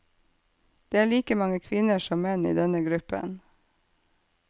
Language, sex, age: Norwegian, female, 48